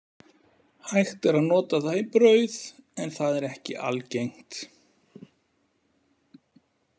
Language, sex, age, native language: Icelandic, male, 40-49, Icelandic